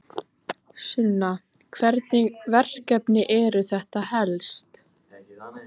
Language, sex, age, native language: Icelandic, female, 15, Icelandic